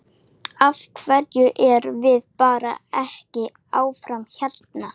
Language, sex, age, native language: Icelandic, female, 12, Icelandic